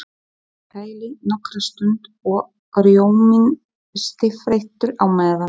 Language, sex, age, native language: Icelandic, female, 40-49, Polish